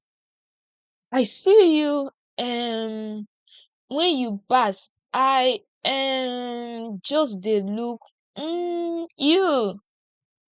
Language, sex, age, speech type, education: Nigerian Pidgin, female, 15-29, spontaneous, tertiary